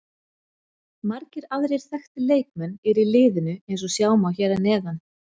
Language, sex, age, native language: Icelandic, female, 40-49, Icelandic